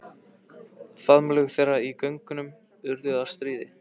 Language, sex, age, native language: Icelandic, male, 15, Icelandic